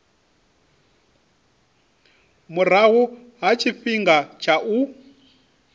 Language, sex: Venda, male